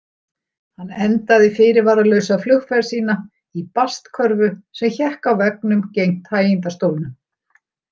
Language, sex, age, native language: Icelandic, female, 60-69, Icelandic